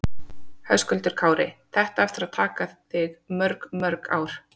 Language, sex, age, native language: Icelandic, female, 30-39, Icelandic